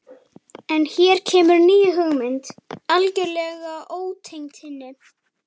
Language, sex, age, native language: Icelandic, male, 11, Icelandic